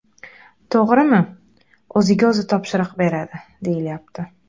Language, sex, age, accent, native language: Uzbek, female, 18-24, Qashqadaryo, Uzbek